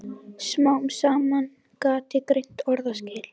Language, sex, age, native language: Icelandic, female, 11, Icelandic